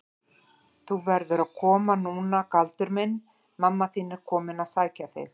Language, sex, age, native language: Icelandic, female, 40-49, Icelandic